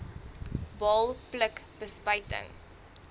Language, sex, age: Afrikaans, female, 23